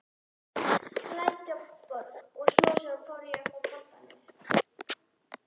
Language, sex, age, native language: Icelandic, female, 11, Icelandic